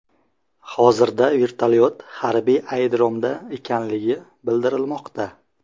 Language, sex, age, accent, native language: Uzbek, male, 25-34, Jizzax, Uzbek